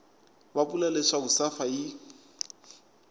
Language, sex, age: Tsonga, male, 24